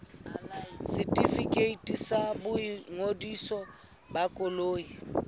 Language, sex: Southern Sotho, female